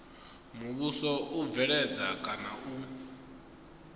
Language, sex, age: Venda, male, 22